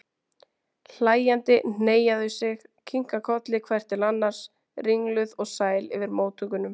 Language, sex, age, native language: Icelandic, female, 20-29, Icelandic